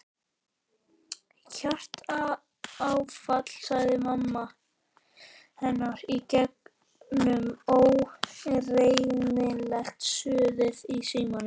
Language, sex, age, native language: Icelandic, male, 12, Icelandic